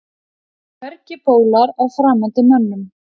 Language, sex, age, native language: Icelandic, female, 40-49, Icelandic